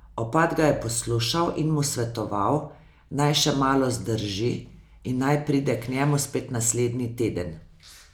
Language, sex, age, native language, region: Slovenian, female, 50-59, Slovenian, Savinja region